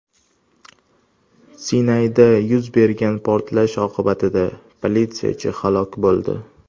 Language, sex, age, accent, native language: Uzbek, male, under 19, Toshkent shahri, Uzbek